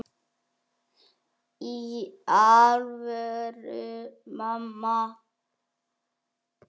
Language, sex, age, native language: Icelandic, male, 6, Icelandic